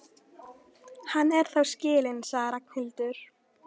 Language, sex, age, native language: Icelandic, female, 13, Icelandic